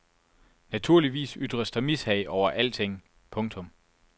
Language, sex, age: Danish, male, 24